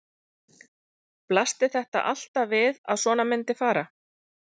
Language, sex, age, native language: Icelandic, female, 40-49, Icelandic